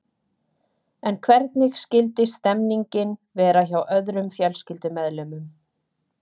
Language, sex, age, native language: Icelandic, female, 30-39, Icelandic